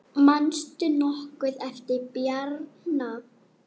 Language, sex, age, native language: Icelandic, female, 8, Icelandic